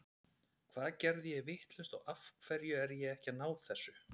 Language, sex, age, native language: Icelandic, male, 30-39, Icelandic